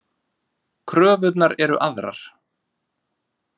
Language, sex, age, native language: Icelandic, male, 30-39, Icelandic